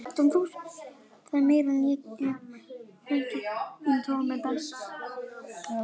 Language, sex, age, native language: Icelandic, male, 9, Icelandic